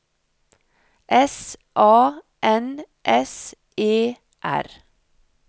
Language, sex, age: Norwegian, female, 56